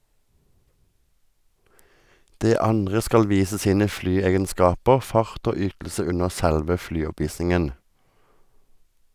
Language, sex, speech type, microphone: Norwegian, male, read, Sennheiser